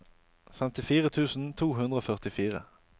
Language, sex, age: Norwegian, male, 28